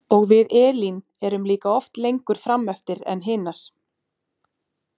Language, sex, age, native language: Icelandic, female, 30-39, Icelandic